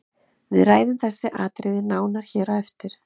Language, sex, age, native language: Icelandic, female, 30-39, Icelandic